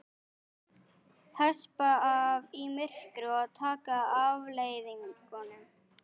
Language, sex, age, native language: Icelandic, female, 11, Icelandic